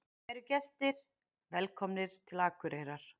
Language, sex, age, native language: Icelandic, female, 40-49, Icelandic